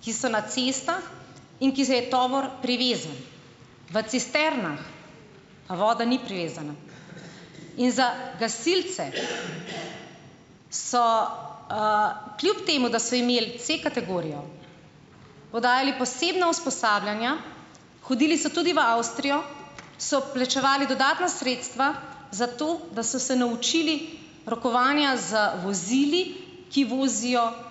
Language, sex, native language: Slovenian, female, Slovenian